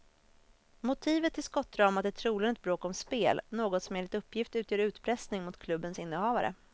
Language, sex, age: Swedish, female, 26